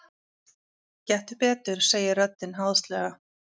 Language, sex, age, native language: Icelandic, female, 30-39, Icelandic